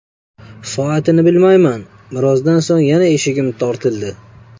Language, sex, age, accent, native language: Uzbek, male, 25-34, Namangan, Uzbek